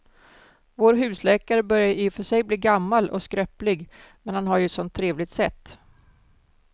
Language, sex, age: Swedish, female, 47